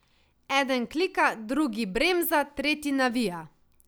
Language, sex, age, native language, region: Slovenian, female, 18-29, Slovenian, Savinja region